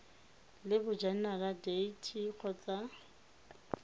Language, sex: Tswana, female